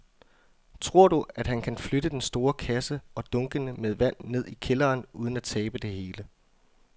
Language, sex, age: Danish, male, 24